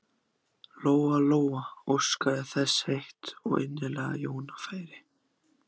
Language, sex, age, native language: Icelandic, other, 14, Icelandic